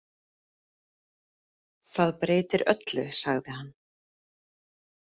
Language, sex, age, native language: Icelandic, female, 30-39, Icelandic